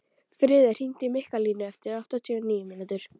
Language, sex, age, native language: Icelandic, female, 12, Icelandic